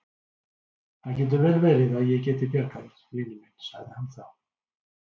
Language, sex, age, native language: Icelandic, male, 60-69, Icelandic